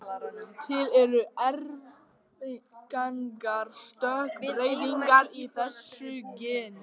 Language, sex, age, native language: Icelandic, male, 18-19, Icelandic